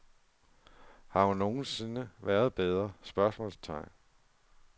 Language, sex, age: Danish, male, 47